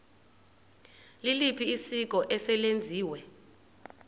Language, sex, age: Xhosa, female, 30